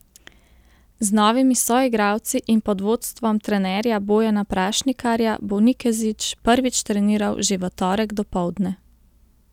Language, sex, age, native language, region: Slovenian, female, 30-49, Slovenian, Central Slovenia